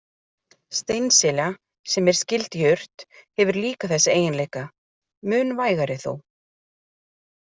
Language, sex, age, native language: Icelandic, female, 40-49, Icelandic